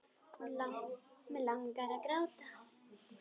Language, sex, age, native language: Icelandic, female, 10, Icelandic